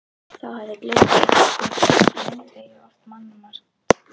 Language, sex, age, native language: Icelandic, female, 11, Icelandic